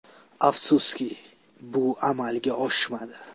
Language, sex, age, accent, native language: Uzbek, male, 18-24, Sirdaryo, Uzbek